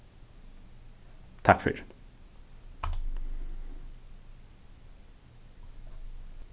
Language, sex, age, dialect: Faroese, male, 15-35, Suðurstreymoy